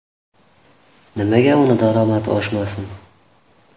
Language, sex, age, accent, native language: Uzbek, male, 18-24, Farg'ona, Uzbek